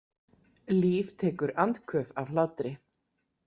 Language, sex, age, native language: Icelandic, female, 40-49, Icelandic